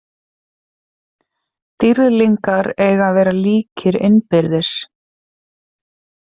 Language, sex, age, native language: Icelandic, female, 30-39, Icelandic